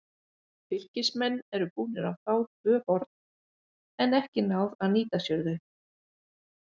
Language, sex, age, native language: Icelandic, female, 50-59, Icelandic